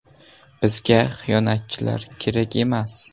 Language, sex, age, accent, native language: Uzbek, male, 12-17, Sirdaryo, Uzbek